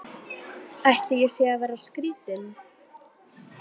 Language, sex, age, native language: Icelandic, female, 12, Icelandic